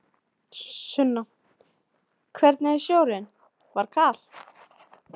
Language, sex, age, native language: Icelandic, female, 13, Icelandic